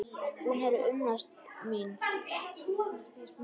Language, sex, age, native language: Icelandic, male, 10, Icelandic